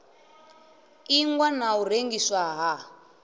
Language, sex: Venda, male